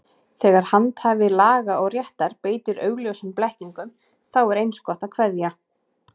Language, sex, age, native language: Icelandic, female, 30-39, Icelandic